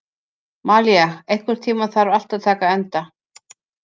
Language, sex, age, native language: Icelandic, female, 50-59, Icelandic